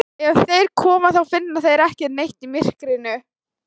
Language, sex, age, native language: Icelandic, female, 18-19, Thai